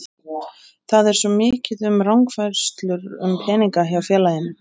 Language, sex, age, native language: Icelandic, male, 20-29, Icelandic